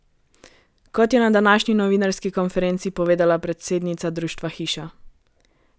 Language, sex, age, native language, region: Slovenian, female, 18-29, Slovenian, Gorenjska region